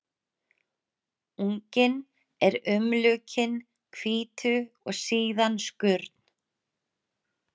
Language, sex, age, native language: Icelandic, female, 30-39, Icelandic